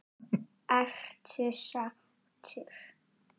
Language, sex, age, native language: Icelandic, male, 8, Icelandic